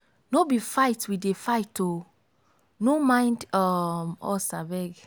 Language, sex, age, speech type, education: Nigerian Pidgin, female, 15-29, spontaneous, tertiary